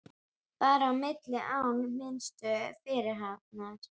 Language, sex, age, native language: Icelandic, female, 12, Icelandic